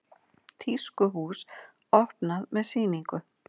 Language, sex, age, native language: Icelandic, female, 40-49, Icelandic